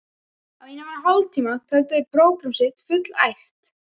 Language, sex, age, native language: Icelandic, male, 12, Icelandic